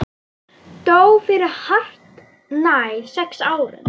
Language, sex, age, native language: Icelandic, female, 9, Icelandic